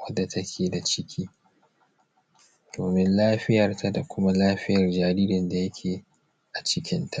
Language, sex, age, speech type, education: Hausa, male, 15-29, spontaneous, tertiary